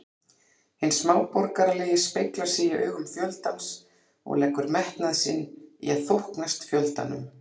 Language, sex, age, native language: Icelandic, female, 40-49, Icelandic